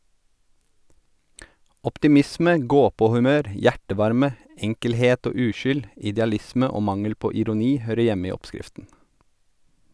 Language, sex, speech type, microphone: Norwegian, male, read, Sennheiser